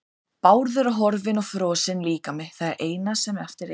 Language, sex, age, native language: Icelandic, female, 30-39, Icelandic